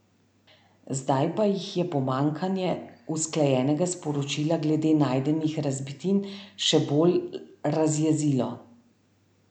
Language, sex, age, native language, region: Slovenian, female, 30-49, Slovenian, Central Slovenia